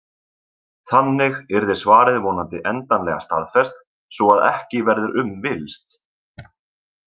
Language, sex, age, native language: Icelandic, male, 20-29, Icelandic